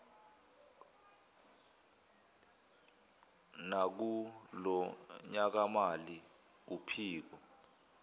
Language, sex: Zulu, male